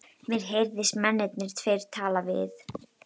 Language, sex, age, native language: Icelandic, female, 12, Icelandic